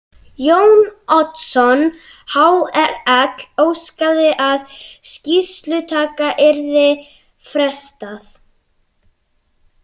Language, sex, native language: Icelandic, other, Icelandic